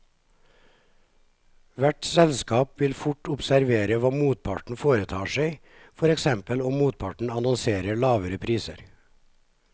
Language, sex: Norwegian, male